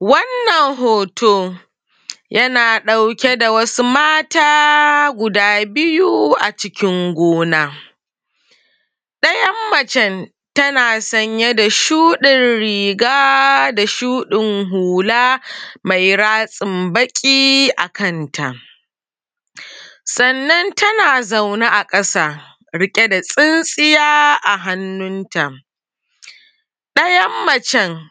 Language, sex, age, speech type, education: Hausa, female, 30-45, spontaneous, secondary